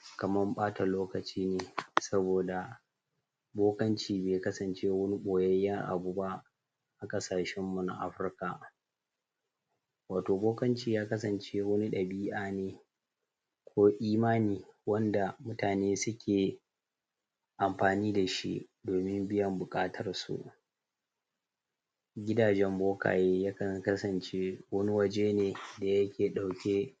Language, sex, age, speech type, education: Hausa, female, 15-29, spontaneous, tertiary